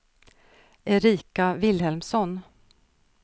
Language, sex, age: Swedish, female, 46